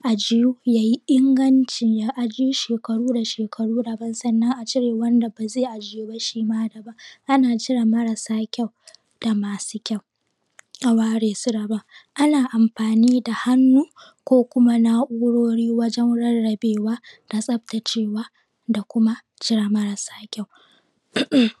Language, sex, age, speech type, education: Hausa, female, 15-29, spontaneous, primary